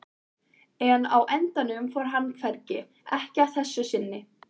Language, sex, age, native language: Icelandic, female, 14, Icelandic